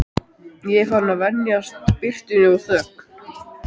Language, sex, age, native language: Icelandic, male, 12, Icelandic